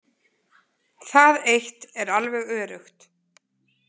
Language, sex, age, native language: Icelandic, female, 20-29, Icelandic